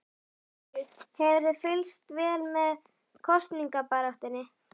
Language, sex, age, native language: Icelandic, female, 11, Icelandic